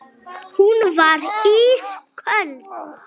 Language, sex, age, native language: Icelandic, male, 8, Icelandic